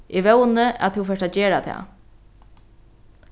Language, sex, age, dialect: Faroese, female, 36-60, Norðuroyggjar